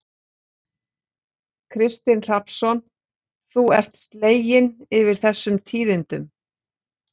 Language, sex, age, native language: Icelandic, female, 40-49, Icelandic